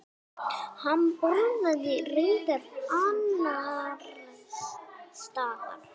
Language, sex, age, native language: Icelandic, female, 9, Icelandic